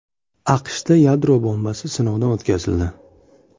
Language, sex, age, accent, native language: Uzbek, male, 18-24, Surxondaryo, Uzbek